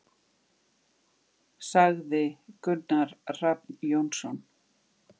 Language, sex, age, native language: Icelandic, female, 50-59, Icelandic